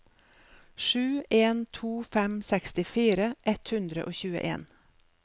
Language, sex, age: Norwegian, female, 47